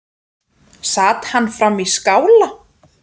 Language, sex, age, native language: Icelandic, male, 7, Icelandic